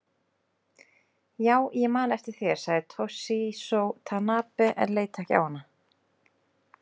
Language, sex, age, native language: Icelandic, female, 20-29, Icelandic